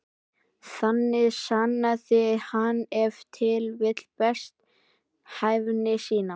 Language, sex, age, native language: Icelandic, male, 12, Icelandic